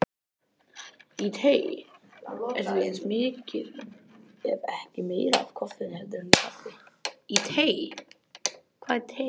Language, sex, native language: Icelandic, other, Icelandic